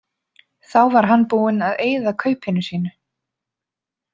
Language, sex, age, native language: Icelandic, female, 20-29, Icelandic